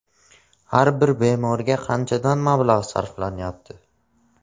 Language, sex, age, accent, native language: Uzbek, male, 18-24, Farg'ona, Tajik